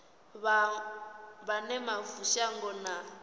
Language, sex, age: Venda, female, 18